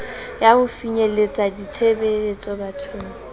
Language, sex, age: Southern Sotho, female, 20